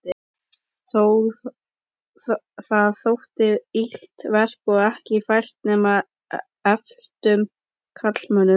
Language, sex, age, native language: Icelandic, male, 12, Icelandic